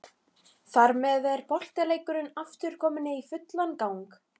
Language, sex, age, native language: Icelandic, female, 15, Icelandic